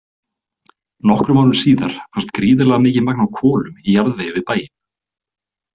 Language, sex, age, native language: Icelandic, male, 20-29, Icelandic